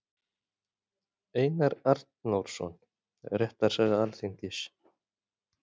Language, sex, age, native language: Icelandic, male, 40-49, Icelandic